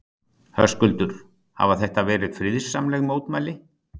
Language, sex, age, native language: Icelandic, male, 60-69, Icelandic